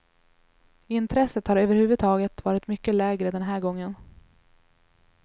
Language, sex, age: Swedish, female, 21